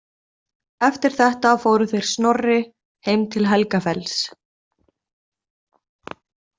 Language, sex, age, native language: Icelandic, female, 30-39, Icelandic